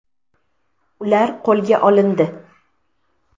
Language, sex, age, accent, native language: Uzbek, female, 12-17, Sirdaryo, Uzbek